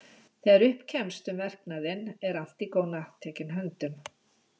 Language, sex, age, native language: Icelandic, female, 60-69, Icelandic